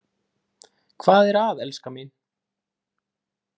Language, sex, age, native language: Icelandic, male, 20-29, Icelandic